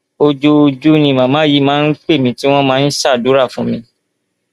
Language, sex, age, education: Yoruba, male, 15-29, tertiary